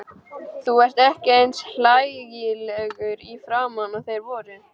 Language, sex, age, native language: Icelandic, male, 12, Icelandic